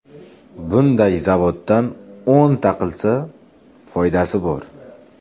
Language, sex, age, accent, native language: Uzbek, male, 25-34, Farg'ona, Uzbek